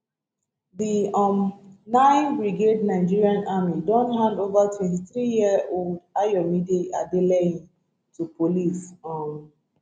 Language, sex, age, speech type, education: Nigerian Pidgin, female, 30-45, spontaneous, tertiary